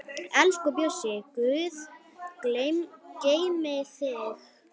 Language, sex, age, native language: Icelandic, female, 9, Icelandic